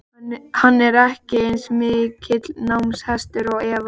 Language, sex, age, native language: Icelandic, male, 12, Icelandic